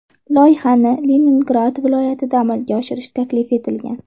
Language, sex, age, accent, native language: Uzbek, female, 18-24, Toshkent shahri, Uzbek